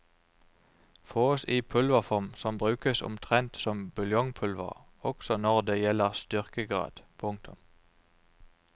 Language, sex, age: Norwegian, male, 29